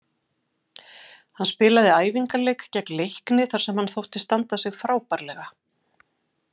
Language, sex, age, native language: Icelandic, female, 50-59, Icelandic